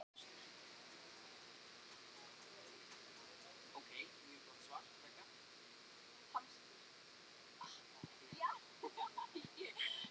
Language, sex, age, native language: Icelandic, female, 18-19, Icelandic